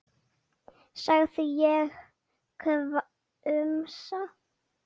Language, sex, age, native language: Icelandic, female, 8, Icelandic